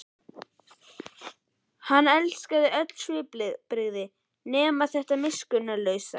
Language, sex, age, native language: Icelandic, male, 11, Icelandic